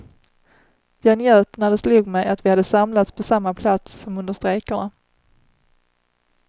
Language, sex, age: Swedish, female, 30